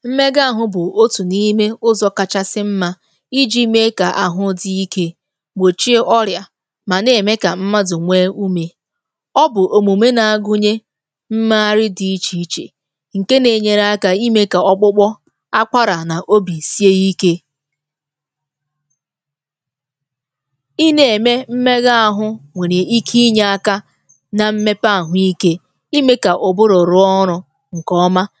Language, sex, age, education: Igbo, female, 15-29, tertiary